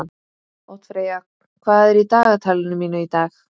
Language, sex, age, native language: Icelandic, female, 20-29, Icelandic